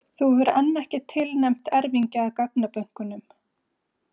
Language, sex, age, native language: Icelandic, female, 40-49, Icelandic